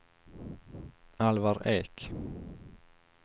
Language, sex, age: Swedish, male, 19